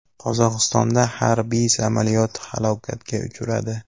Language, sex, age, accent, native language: Uzbek, male, 19-29, Namangan, Uzbek